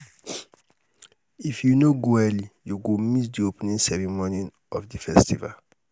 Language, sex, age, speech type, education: Nigerian Pidgin, male, 30-45, spontaneous, tertiary